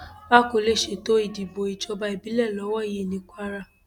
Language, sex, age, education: Yoruba, female, 15-29, tertiary